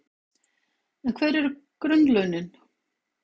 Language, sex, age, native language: Icelandic, female, 50-59, Icelandic